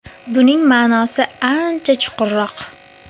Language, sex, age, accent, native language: Uzbek, female, 19-29, Qashqadaryo, Uzbek